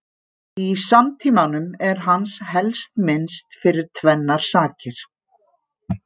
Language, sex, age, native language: Icelandic, female, 50-59, Icelandic